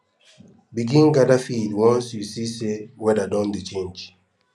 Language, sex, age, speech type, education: Nigerian Pidgin, male, 15-29, spontaneous, tertiary